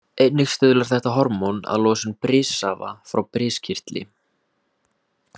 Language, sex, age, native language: Icelandic, male, 18-19, Icelandic